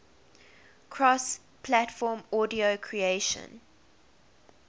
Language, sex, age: English, female, 21